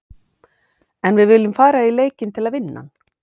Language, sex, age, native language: Icelandic, female, 40-49, Icelandic